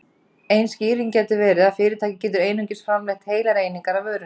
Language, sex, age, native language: Icelandic, female, 30-39, Icelandic